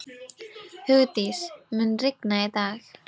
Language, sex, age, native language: Icelandic, female, 12, Icelandic